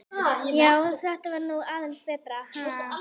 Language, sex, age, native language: Icelandic, female, 11, Icelandic